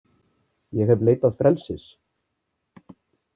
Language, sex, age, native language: Icelandic, male, 30-39, Icelandic